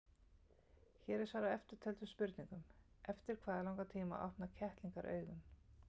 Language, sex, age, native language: Icelandic, female, 50-59, Icelandic